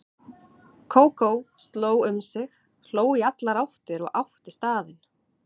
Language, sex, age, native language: Icelandic, female, 30-39, Icelandic